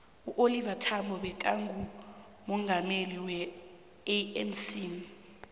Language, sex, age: South Ndebele, female, 22